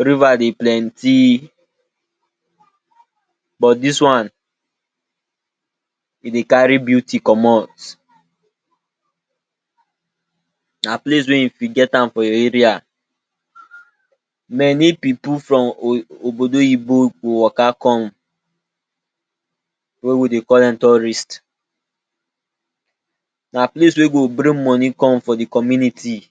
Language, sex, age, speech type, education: Nigerian Pidgin, male, 46-60, spontaneous, tertiary